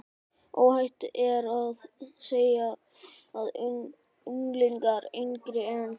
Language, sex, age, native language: Icelandic, male, 12, Icelandic